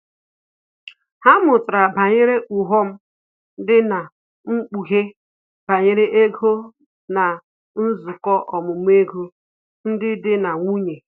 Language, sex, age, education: Igbo, female, 30-45, tertiary